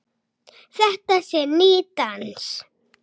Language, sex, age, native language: Icelandic, female, 6, Icelandic